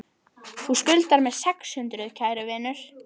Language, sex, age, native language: Icelandic, female, 11, Icelandic